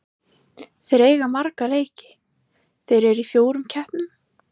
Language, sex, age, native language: Icelandic, female, 18-19, Icelandic